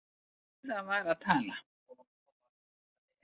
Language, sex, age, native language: Icelandic, female, 80-89, Icelandic